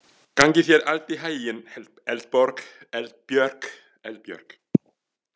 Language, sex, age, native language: Icelandic, male, 40-49, French